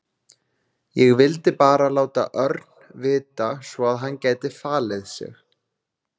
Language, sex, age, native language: Icelandic, male, 20-29, Icelandic